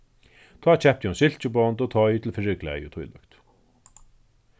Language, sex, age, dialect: Faroese, male, 36-60, Suðurstreymoy